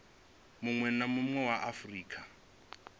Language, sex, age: Venda, male, 25